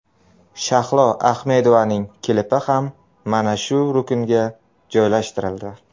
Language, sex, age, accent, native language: Uzbek, male, 25-34, Surxondaryo, Uzbek